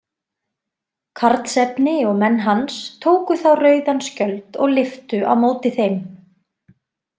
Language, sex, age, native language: Icelandic, female, 20-29, Icelandic